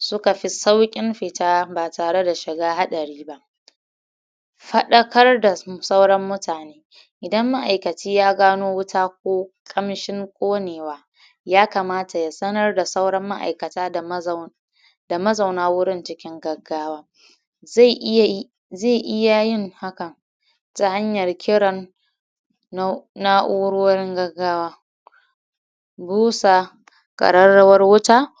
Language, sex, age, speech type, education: Hausa, female, 30-45, spontaneous, tertiary